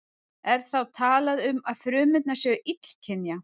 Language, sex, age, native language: Icelandic, female, 30-39, Icelandic